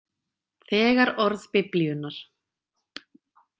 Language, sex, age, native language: Icelandic, female, 30-39, Icelandic